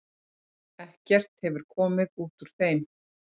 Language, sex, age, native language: Icelandic, female, 40-49, Icelandic